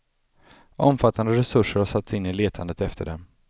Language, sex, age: Swedish, male, 35